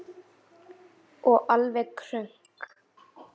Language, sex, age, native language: Icelandic, female, 8, Icelandic